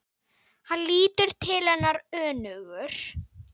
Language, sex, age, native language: Icelandic, female, 9, Icelandic